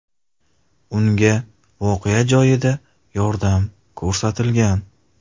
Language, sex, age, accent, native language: Uzbek, male, 18-24, Qashqadaryo, Uzbek